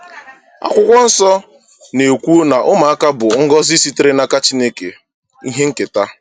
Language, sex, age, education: Igbo, male, 15-29, tertiary